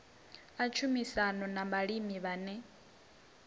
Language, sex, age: Venda, female, 22